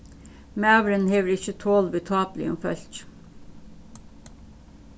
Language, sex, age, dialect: Faroese, female, 36-60, Suðurstreymoy